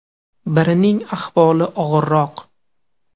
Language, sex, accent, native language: Uzbek, male, Farg'ona, Uzbek